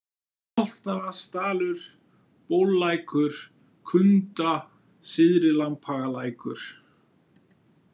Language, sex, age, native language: Icelandic, male, 50-59, Icelandic